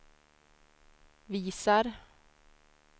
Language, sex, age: Swedish, female, 26